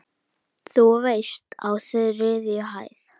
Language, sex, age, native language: Icelandic, male, 8, Icelandic